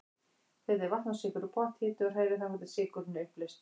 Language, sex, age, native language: Icelandic, female, 60-69, Icelandic